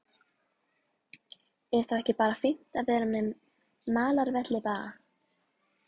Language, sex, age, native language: Icelandic, female, 11, Icelandic